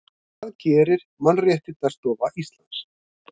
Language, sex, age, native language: Icelandic, male, 50-59, Icelandic